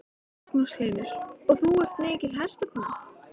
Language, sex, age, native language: Icelandic, female, 13, Icelandic